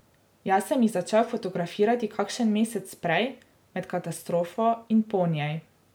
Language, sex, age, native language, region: Slovenian, female, 18-29, Slovenian, Drava region